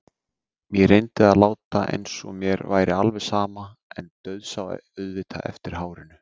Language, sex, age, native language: Icelandic, male, 30-39, Icelandic